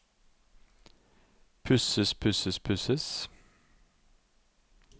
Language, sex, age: Norwegian, male, 52